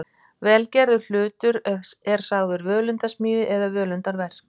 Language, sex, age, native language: Icelandic, female, 50-59, Icelandic